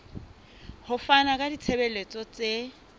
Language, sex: Southern Sotho, female